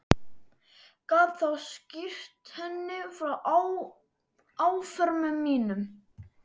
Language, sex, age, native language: Icelandic, male, 12, Icelandic